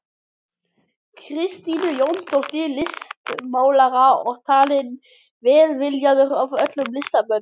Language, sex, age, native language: Icelandic, male, 12, Icelandic